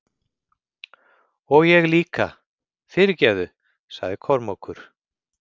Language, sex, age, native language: Icelandic, male, 50-59, Icelandic